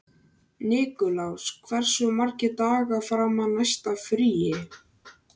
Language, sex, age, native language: Icelandic, male, 13, Icelandic